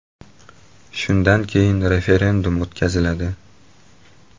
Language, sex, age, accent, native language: Uzbek, male, 19-29, Toshkent shahri, Uzbek